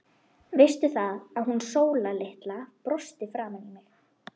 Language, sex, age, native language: Icelandic, female, 12, Icelandic